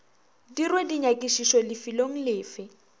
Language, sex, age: Northern Sotho, female, 21